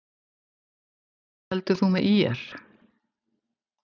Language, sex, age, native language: Icelandic, female, 50-59, Icelandic